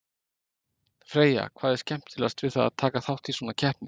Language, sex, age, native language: Icelandic, male, 50-59, Icelandic